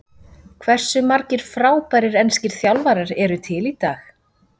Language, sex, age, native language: Icelandic, female, 40-49, Icelandic